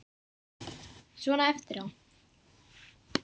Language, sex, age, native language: Icelandic, female, 10, Icelandic